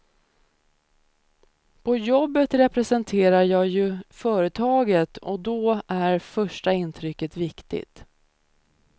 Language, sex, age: Swedish, female, 30